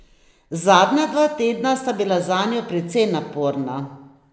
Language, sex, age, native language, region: Slovenian, female, 60+, Slovenian, Posavska region